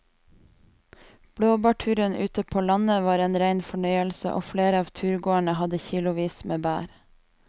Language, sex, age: Norwegian, female, 28